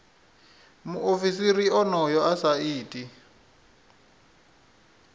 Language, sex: Venda, male